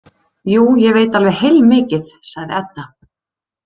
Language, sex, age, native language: Icelandic, female, 30-39, Icelandic